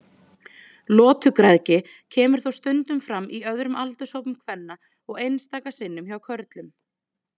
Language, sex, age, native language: Icelandic, female, 20-29, Icelandic